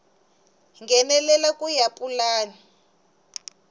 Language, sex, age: Tsonga, female, 19